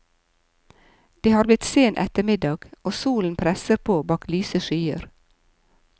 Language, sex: Norwegian, female